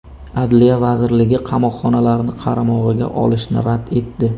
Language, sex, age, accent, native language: Uzbek, male, 25-34, Samarqand, Uzbek